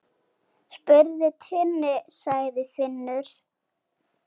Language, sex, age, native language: Icelandic, female, 8, Icelandic